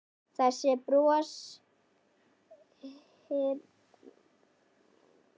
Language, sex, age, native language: Icelandic, female, 12, Icelandic